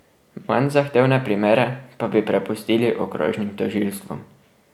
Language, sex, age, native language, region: Slovenian, male, 12-17, Slovenian, Drava region